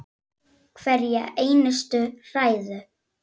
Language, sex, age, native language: Icelandic, female, 9, Icelandic